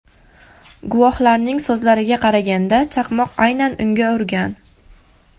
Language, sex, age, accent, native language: Uzbek, female, 19-29, Farg'ona, Uzbek